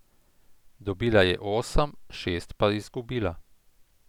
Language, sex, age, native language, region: Slovenian, male, 50-59, Slovenian, Central Slovenia